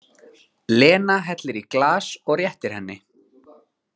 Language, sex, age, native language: Icelandic, male, 30-39, Icelandic